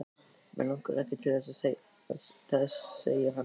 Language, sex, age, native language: Icelandic, male, 13, Icelandic